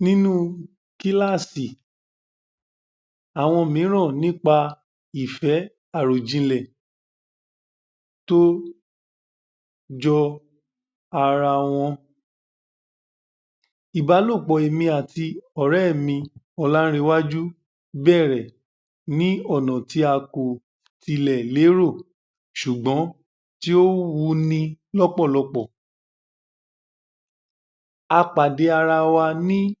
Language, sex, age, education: Yoruba, male, 15-29, tertiary